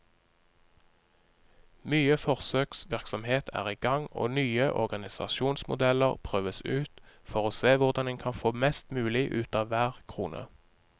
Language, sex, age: Norwegian, male, 30